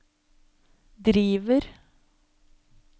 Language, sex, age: Norwegian, female, 26